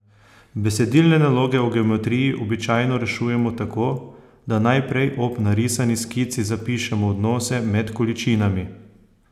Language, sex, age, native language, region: Slovenian, male, 30-49, Slovenian, Posavska region